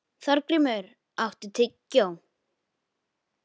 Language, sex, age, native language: Icelandic, female, 11, Icelandic